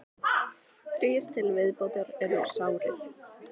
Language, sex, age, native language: Icelandic, female, 18-19, Icelandic